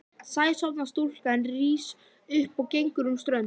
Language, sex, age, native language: Icelandic, female, 11, Icelandic